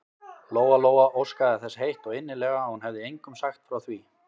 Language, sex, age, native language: Icelandic, male, 20-29, Icelandic